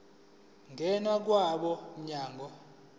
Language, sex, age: Zulu, male, 20